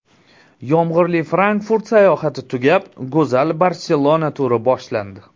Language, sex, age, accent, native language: Uzbek, male, 19-29, Surxondaryo, Uzbek